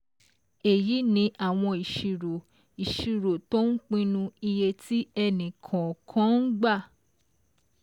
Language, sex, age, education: Yoruba, female, 15-29, secondary